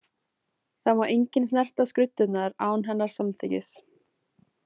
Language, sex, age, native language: Icelandic, female, 20-29, Icelandic